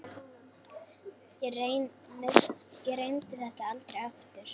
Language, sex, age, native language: Icelandic, female, 8, Icelandic